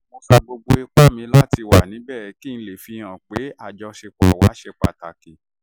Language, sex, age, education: Yoruba, male, 30-45, tertiary